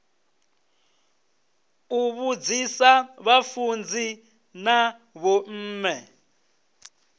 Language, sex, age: Venda, male, 26